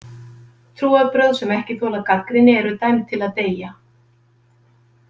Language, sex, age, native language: Icelandic, female, 50-59, Icelandic